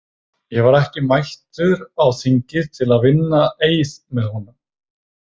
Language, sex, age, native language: Icelandic, male, 30-39, Icelandic